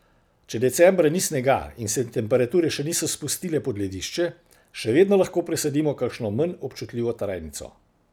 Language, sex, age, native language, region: Slovenian, male, 60+, Slovenian, Central Slovenia